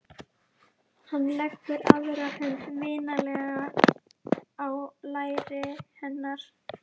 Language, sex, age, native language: Icelandic, female, 11, Icelandic